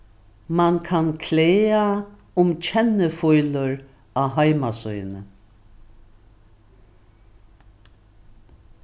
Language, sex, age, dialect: Faroese, female, 61+, Norðuroyggjar